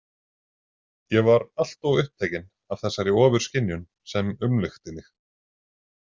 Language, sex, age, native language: Icelandic, male, 40-49, Icelandic